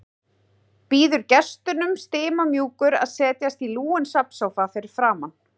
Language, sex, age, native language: Icelandic, female, 30-39, Icelandic